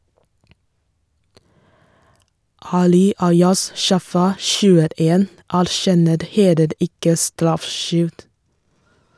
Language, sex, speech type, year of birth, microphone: Norwegian, female, read, 1987, Shure